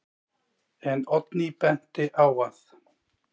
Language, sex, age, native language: Icelandic, male, 40-49, Icelandic